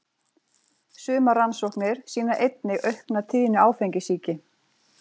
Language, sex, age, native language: Icelandic, female, 40-49, Icelandic